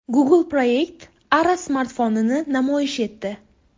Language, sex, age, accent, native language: Uzbek, female, 18-24, Buxoro, Uzbek